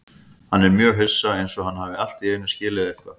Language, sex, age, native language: Icelandic, male, 50-59, Icelandic